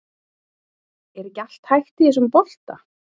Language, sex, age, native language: Icelandic, female, 30-39, Icelandic